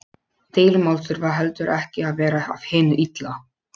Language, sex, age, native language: Icelandic, male, 12, Polish